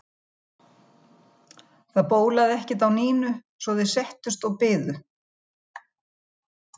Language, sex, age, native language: Icelandic, female, 70-79, Icelandic